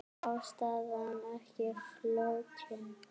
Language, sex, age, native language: Icelandic, female, 9, Icelandic